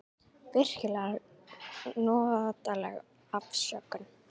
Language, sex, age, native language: Icelandic, female, 18-19, Icelandic